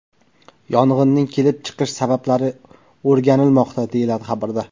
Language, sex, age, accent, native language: Uzbek, male, 19-29, Qashqadaryo, Uzbek